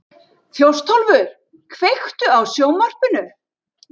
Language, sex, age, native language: Icelandic, female, 60-69, Icelandic